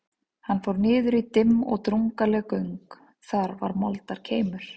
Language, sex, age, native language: Icelandic, female, 30-39, Icelandic